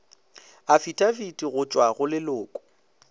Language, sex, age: Northern Sotho, male, 18